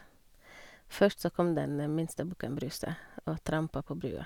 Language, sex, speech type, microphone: Norwegian, female, spontaneous, Sennheiser